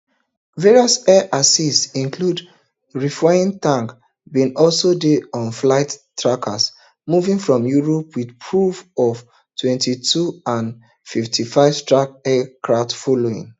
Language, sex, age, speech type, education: Nigerian Pidgin, male, 30-45, spontaneous, tertiary